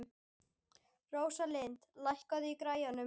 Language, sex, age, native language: Icelandic, female, 12, Icelandic